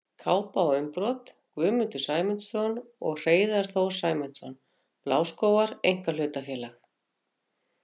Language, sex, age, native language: Icelandic, female, 50-59, Icelandic